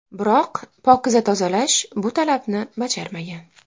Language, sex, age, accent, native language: Uzbek, female, 19-29, Farg'ona, Uzbek